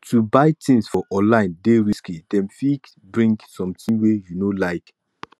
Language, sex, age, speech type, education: Nigerian Pidgin, male, 15-29, spontaneous, tertiary